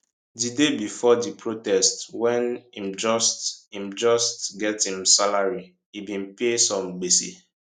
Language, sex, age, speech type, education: Nigerian Pidgin, male, 15-29, spontaneous, secondary